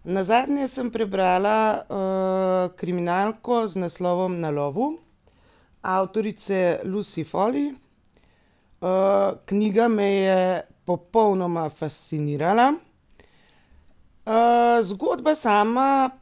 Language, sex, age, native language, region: Slovenian, female, 30-49, Slovenian, Gorenjska region